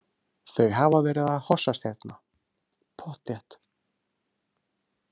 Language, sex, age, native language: Icelandic, male, 30-39, Icelandic